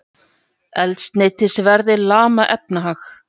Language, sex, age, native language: Icelandic, female, 40-49, Icelandic